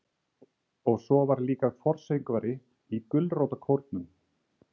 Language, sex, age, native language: Icelandic, male, 30-39, Icelandic